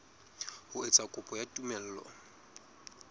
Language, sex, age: Southern Sotho, male, 20